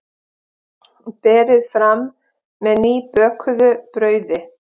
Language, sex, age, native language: Icelandic, female, 50-59, Icelandic